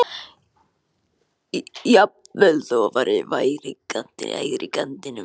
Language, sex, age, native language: Icelandic, male, 14, Icelandic